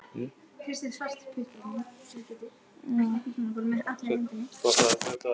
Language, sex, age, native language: Icelandic, male, 12, Icelandic